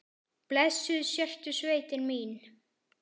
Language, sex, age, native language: Icelandic, male, 10, Icelandic